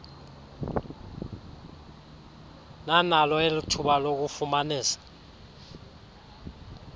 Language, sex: Xhosa, male